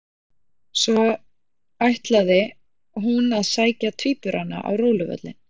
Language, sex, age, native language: Icelandic, female, 40-49, Icelandic